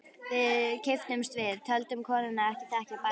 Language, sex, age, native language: Icelandic, female, 11, Icelandic